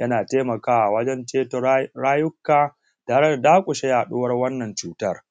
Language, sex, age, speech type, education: Hausa, male, 15-29, spontaneous, tertiary